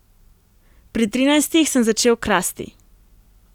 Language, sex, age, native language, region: Slovenian, female, 18-29, Slovenian, Primorsko-notranjska region